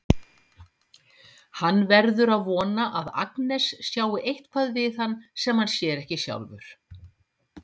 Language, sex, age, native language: Icelandic, female, 50-59, Icelandic